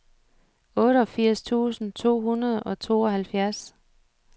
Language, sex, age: Danish, female, 47